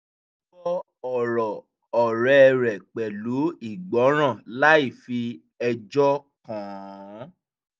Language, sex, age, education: Yoruba, male, 15-29, tertiary